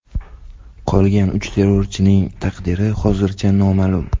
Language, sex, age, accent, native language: Uzbek, male, 18-24, Toshkent viloyati, Uzbek